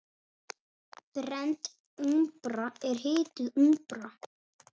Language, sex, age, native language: Icelandic, female, 6, Icelandic